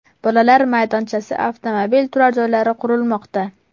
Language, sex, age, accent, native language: Uzbek, male, 12-17, Farg'ona, Uzbek